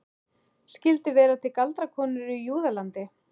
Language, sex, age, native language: Icelandic, male, 11, Icelandic